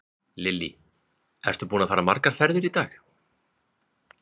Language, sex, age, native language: Icelandic, male, 20-29, Icelandic